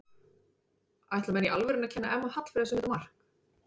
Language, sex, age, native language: Icelandic, female, 30-39, Icelandic